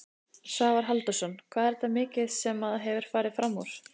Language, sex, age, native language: Icelandic, female, 30-39, Icelandic